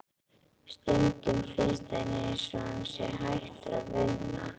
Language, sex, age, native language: Icelandic, female, 11, Icelandic